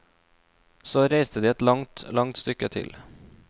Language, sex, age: Norwegian, male, 26